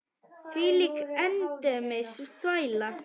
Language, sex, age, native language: Icelandic, female, 10, Icelandic